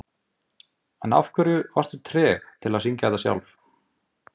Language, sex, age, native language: Icelandic, male, 20-29, Icelandic